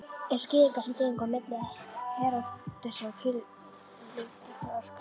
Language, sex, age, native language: Icelandic, female, 11, Icelandic